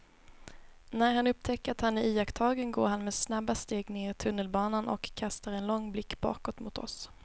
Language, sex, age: Swedish, female, 22